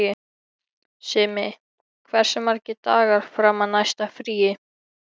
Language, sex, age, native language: Icelandic, male, 13, Icelandic